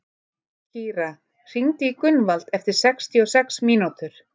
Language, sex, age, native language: Icelandic, female, 30-39, Icelandic